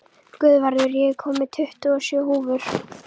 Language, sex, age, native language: Icelandic, female, 11, Icelandic